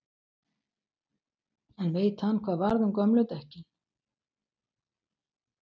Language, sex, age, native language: Icelandic, female, 60-69, Icelandic